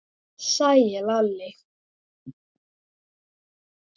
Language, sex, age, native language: Icelandic, female, 9, Icelandic